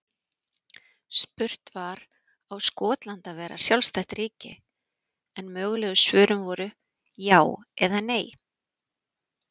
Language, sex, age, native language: Icelandic, female, 40-49, Icelandic